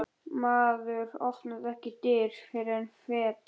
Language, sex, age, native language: Icelandic, male, 11, Icelandic